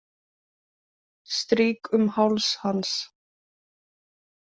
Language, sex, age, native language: Icelandic, female, 30-39, Icelandic